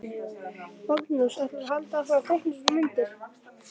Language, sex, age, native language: Icelandic, male, 11, Icelandic